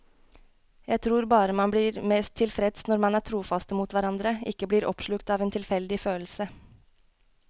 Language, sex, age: Norwegian, female, 21